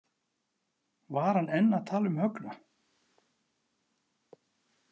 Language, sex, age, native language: Icelandic, male, 40-49, Icelandic